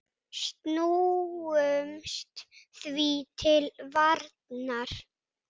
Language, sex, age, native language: Icelandic, male, 6, Icelandic